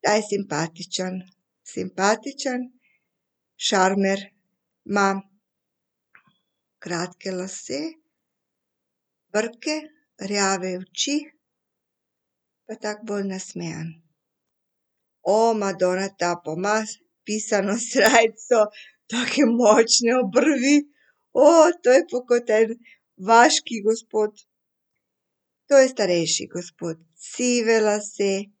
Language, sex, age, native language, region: Slovenian, female, 50-59, Serbian, Central Slovenia